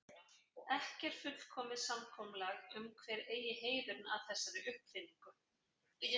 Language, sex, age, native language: Icelandic, female, 40-49, Icelandic